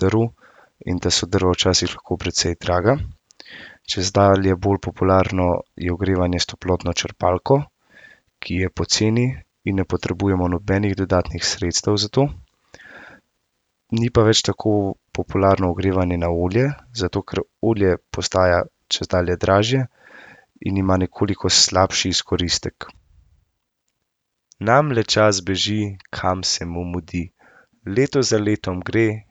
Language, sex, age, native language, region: Slovenian, male, 18-29, Slovenian, Central Slovenia